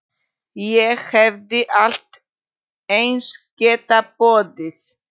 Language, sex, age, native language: Icelandic, female, 40-49, Polish